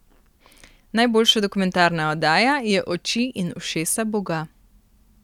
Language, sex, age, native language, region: Slovenian, female, 18-29, Slovenian, Primorsko-notranjska region